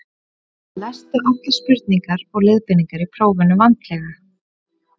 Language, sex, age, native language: Icelandic, female, 30-39, Icelandic